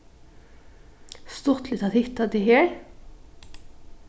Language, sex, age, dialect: Faroese, female, 15-35, Norðuroyggjar